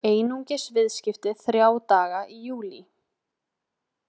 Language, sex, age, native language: Icelandic, female, 20-29, Icelandic